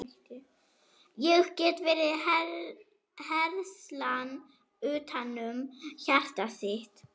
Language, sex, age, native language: Icelandic, female, 11, German